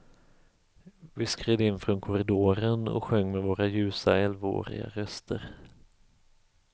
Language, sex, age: Swedish, male, 34